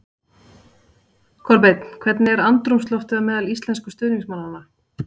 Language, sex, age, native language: Icelandic, female, 40-49, Icelandic